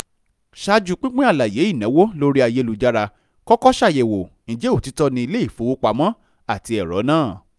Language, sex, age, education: Yoruba, male, 15-29, tertiary